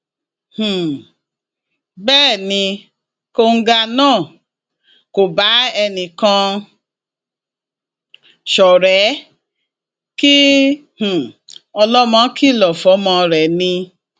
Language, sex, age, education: Yoruba, female, 46-60, tertiary